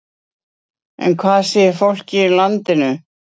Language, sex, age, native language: Icelandic, female, 60-69, Icelandic